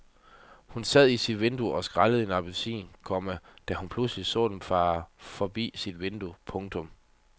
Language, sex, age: Danish, male, 30